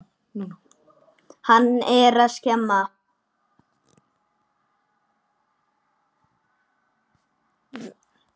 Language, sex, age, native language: Icelandic, male, 9, Icelandic